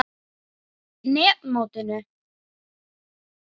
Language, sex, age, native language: Icelandic, male, 9, Icelandic